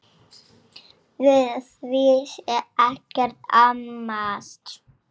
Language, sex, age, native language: Icelandic, female, 7, Icelandic